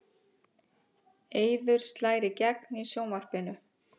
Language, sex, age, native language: Icelandic, female, 30-39, Icelandic